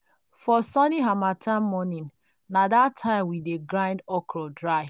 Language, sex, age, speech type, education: Nigerian Pidgin, female, 30-45, spontaneous, tertiary